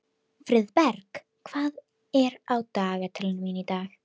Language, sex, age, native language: Icelandic, female, 12, Icelandic